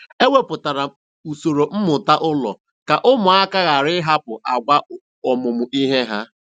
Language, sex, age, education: Igbo, male, 15-29, tertiary